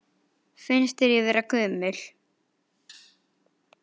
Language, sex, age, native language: Icelandic, male, 9, Icelandic